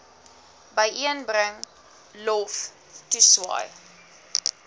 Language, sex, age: Afrikaans, female, 19